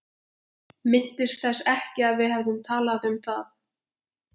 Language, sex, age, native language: Icelandic, female, 11, Icelandic